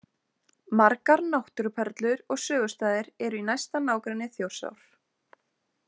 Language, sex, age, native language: Icelandic, female, 20-29, Icelandic